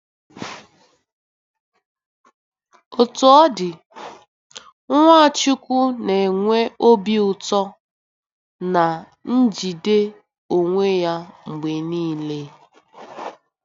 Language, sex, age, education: Igbo, female, 15-29, tertiary